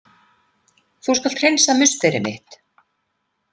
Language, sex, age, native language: Icelandic, female, 50-59, Icelandic